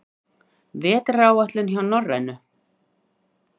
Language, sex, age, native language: Icelandic, female, 40-49, Icelandic